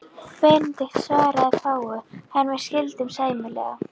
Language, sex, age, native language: Icelandic, female, 11, Icelandic